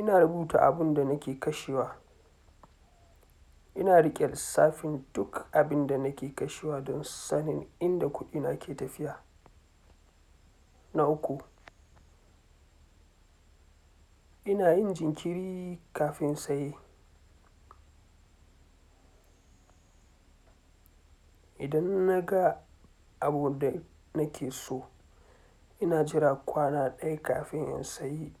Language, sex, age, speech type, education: Hausa, male, 46-60, spontaneous, tertiary